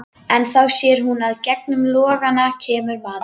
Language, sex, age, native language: Icelandic, female, 11, Icelandic